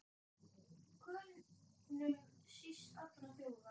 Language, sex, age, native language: Icelandic, male, 10, Icelandic